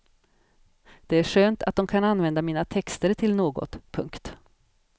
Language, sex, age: Swedish, female, 50